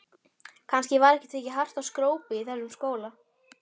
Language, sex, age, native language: Icelandic, female, 12, Icelandic